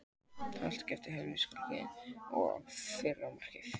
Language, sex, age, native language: Icelandic, male, 18-19, Icelandic